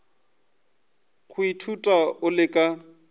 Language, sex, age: Northern Sotho, male, 20